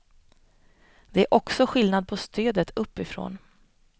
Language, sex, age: Swedish, female, 25